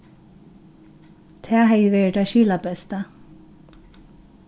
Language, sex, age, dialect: Faroese, female, 36-60, Norðurstreymoy/Eysturoy